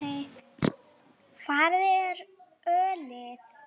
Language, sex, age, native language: Icelandic, female, 10, Lithuanian